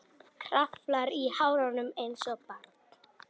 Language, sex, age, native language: Icelandic, female, 10, Icelandic